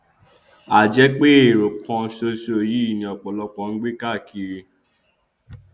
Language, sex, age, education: Yoruba, male, 15-29, tertiary